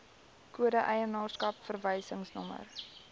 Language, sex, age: Afrikaans, female, 19